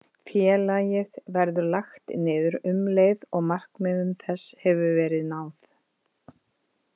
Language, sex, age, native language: Icelandic, female, 50-59, Icelandic